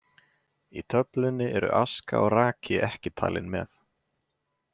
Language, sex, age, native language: Icelandic, male, 20-29, Icelandic